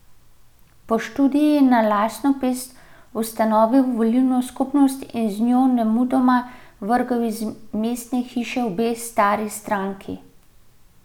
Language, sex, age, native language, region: Slovenian, female, 30-49, Slovenian, Central Slovenia